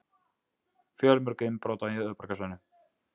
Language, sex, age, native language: Icelandic, male, 20-29, Icelandic